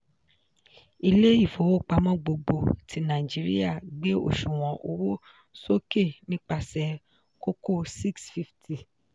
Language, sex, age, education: Yoruba, female, 15-29, tertiary